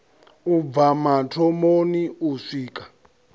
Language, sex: Venda, male